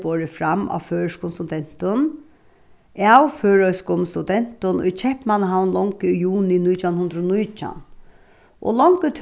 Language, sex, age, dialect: Faroese, female, 36-60, Suðuroy